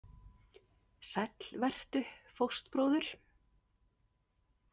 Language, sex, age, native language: Icelandic, female, 50-59, Icelandic